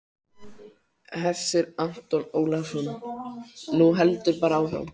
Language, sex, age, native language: Icelandic, male, 13, Icelandic